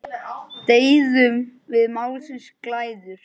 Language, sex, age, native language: Icelandic, male, 9, Icelandic